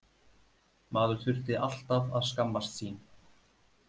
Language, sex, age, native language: Icelandic, male, 30-39, Icelandic